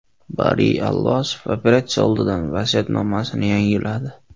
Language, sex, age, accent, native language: Uzbek, male, 18-24, Surxondaryo, Uzbek